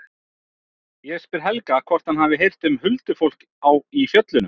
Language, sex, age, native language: Icelandic, male, 30-39, Icelandic